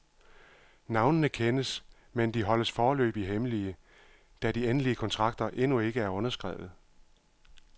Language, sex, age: Danish, male, 51